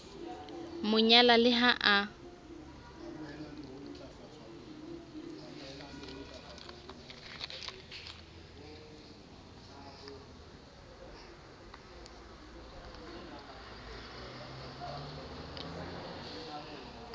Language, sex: Southern Sotho, female